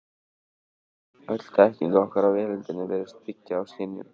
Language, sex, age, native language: Icelandic, male, 18-19, Icelandic